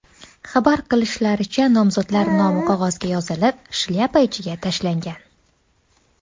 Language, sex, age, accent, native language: Uzbek, female, 19-29, Andijon, Uzbek